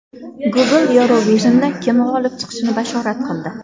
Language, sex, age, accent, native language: Uzbek, female, 19-29, Farg'ona, Uzbek